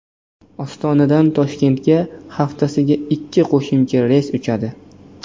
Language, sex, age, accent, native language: Uzbek, male, 18-24, Namangan, Uzbek